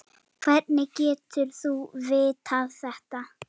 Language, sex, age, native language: Icelandic, female, 7, Icelandic